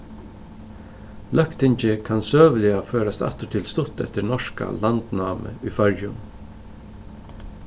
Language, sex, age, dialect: Faroese, male, 36-60, Suðurstreymoy